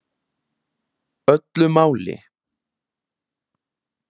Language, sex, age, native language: Icelandic, male, 20-29, Icelandic